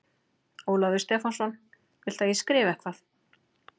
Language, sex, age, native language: Icelandic, female, 40-49, Icelandic